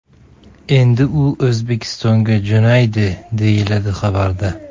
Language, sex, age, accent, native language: Uzbek, male, 25-34, Samarqand, Uzbek